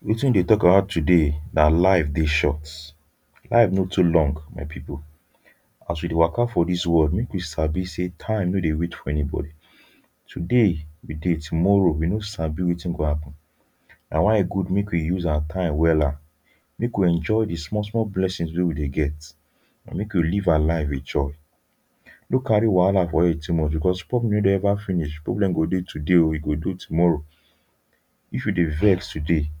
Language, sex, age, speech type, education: Nigerian Pidgin, male, 15-29, spontaneous, tertiary